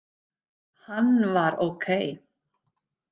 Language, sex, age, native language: Icelandic, female, 50-59, Icelandic